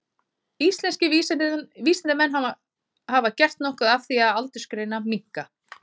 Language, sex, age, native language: Icelandic, female, 30-39, Icelandic